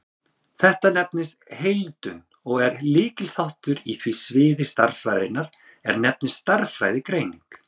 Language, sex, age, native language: Icelandic, male, 30-39, Icelandic